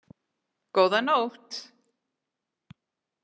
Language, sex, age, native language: Icelandic, female, 40-49, English